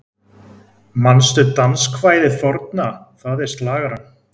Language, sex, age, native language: Icelandic, male, 20-29, Icelandic